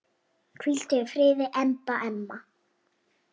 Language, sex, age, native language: Icelandic, female, 6, Icelandic